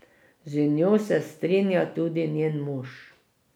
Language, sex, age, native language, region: Slovenian, female, 60+, Slovenian, Drava region